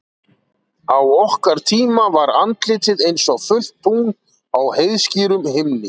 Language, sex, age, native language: Icelandic, male, 40-49, Icelandic